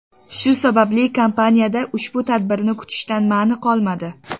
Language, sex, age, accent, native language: Uzbek, female, 12-17, Toshkent shahri, Uzbek